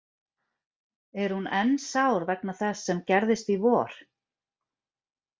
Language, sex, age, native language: Icelandic, female, 40-49, Icelandic